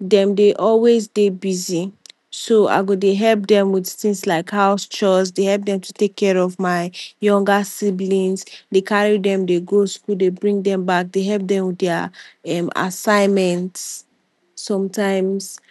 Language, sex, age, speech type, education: Nigerian Pidgin, female, 46-60, spontaneous, tertiary